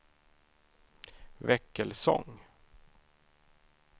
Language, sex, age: Swedish, male, 31